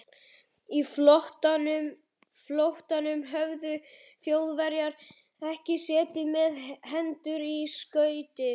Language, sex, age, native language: Icelandic, male, 11, Icelandic